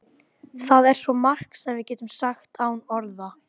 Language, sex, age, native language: Icelandic, female, 12, Icelandic